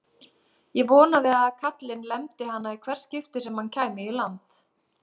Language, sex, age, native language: Icelandic, female, 30-39, Icelandic